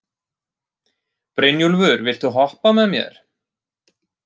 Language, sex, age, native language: Icelandic, male, 30-39, Icelandic